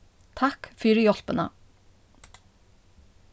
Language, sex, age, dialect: Faroese, female, 36-60, Norðuroyggjar